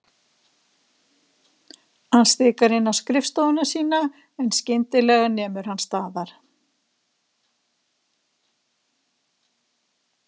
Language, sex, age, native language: Icelandic, female, 60-69, Icelandic